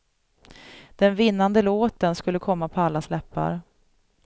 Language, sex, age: Swedish, female, 37